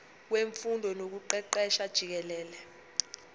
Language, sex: Zulu, female